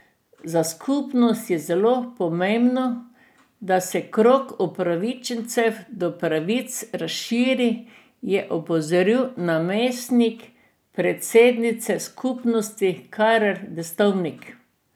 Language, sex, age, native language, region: Slovenian, female, 60+, Slovenian, Drava region